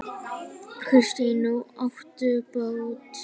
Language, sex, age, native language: Icelandic, female, 9, Icelandic